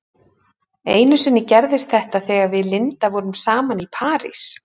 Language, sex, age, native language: Icelandic, female, 30-39, Icelandic